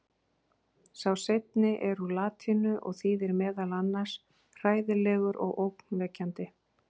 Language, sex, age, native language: Icelandic, female, 40-49, Icelandic